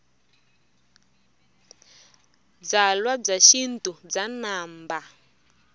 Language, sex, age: Tsonga, female, 24